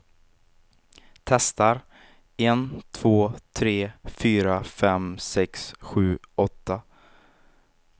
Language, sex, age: Swedish, male, 23